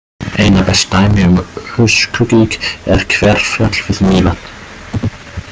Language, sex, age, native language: Icelandic, male, 20-29, German